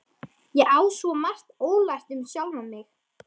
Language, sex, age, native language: Icelandic, female, 13, Icelandic